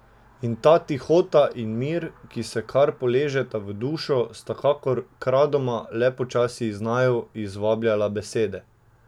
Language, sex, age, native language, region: Slovenian, male, 18-29, Slovenian, Drava region